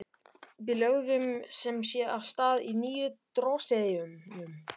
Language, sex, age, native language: Icelandic, male, 12, Icelandic